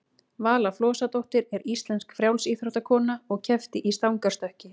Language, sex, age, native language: Icelandic, female, 18-19, Icelandic